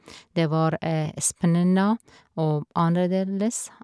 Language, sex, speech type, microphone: Norwegian, female, spontaneous, Shure